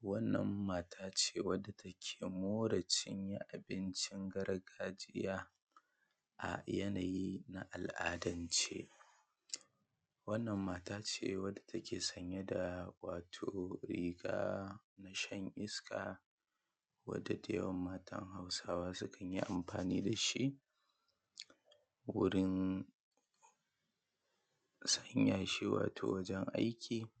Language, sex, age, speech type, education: Hausa, male, 15-29, spontaneous, tertiary